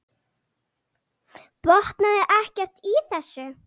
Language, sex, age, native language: Icelandic, female, 8, Icelandic